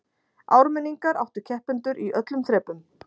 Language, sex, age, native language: Icelandic, female, 40-49, Icelandic